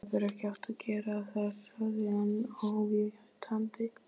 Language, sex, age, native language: Icelandic, male, 12, Icelandic